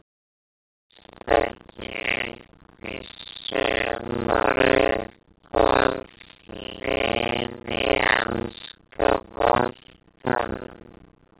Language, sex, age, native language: Icelandic, female, 20-29, Icelandic